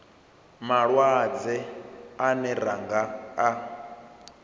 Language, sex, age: Venda, male, 27